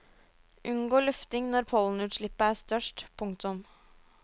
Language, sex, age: Norwegian, female, 22